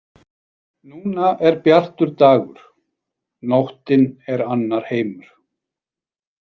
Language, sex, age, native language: Icelandic, male, 40-49, Icelandic